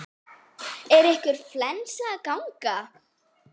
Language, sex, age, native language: Icelandic, female, 9, Icelandic